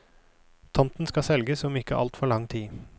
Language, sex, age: Norwegian, male, 29